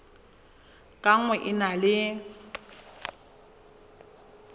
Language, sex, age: Southern Sotho, female, 23